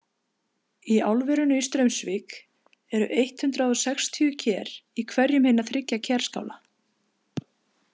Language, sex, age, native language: Icelandic, female, 50-59, Icelandic